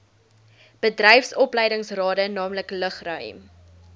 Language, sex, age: Afrikaans, female, 19